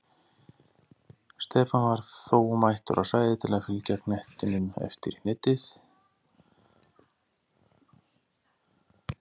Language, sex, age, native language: Icelandic, male, 40-49, Icelandic